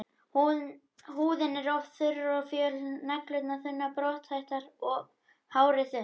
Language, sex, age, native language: Icelandic, male, 21, Icelandic